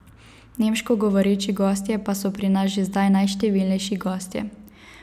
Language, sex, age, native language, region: Slovenian, female, 18-29, Slovenian, Savinja region